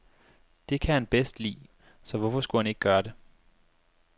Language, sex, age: Danish, male, 25